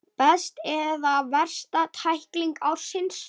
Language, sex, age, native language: Icelandic, male, 8, Icelandic